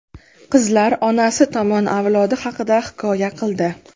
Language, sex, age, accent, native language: Uzbek, female, 19-29, Qashqadaryo, Uzbek